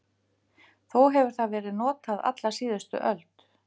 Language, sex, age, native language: Icelandic, female, 50-59, Icelandic